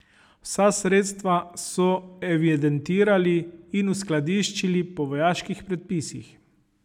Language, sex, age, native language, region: Slovenian, male, 30-49, Slovenian, Savinja region